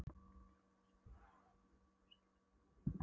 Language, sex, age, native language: Icelandic, female, 12, Polish